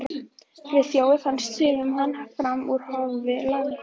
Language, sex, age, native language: Icelandic, female, 11, Icelandic